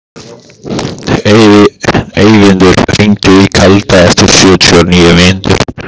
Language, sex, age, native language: Icelandic, male, 15, Icelandic